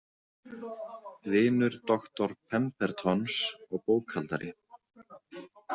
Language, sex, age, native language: Icelandic, male, 40-49, Icelandic